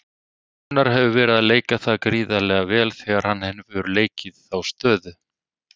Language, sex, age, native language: Icelandic, male, 30-39, Icelandic